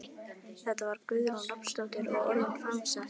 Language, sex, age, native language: Icelandic, female, 12, Icelandic